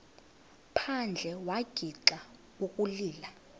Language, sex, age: Xhosa, female, 22